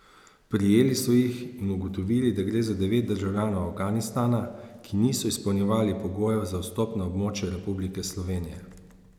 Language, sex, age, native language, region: Slovenian, male, 30-49, Slovenian, Savinja region